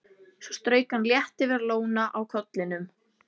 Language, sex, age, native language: Icelandic, female, 11, Icelandic